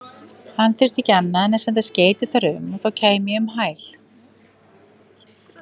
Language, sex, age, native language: Icelandic, female, 50-59, Icelandic